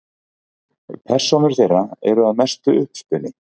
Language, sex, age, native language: Icelandic, male, 40-49, Icelandic